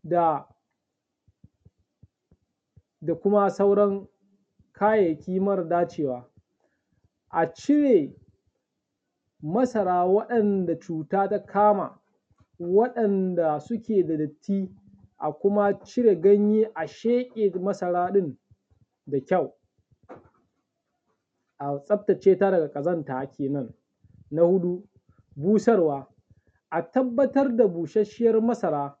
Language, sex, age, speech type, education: Hausa, male, 15-29, spontaneous, tertiary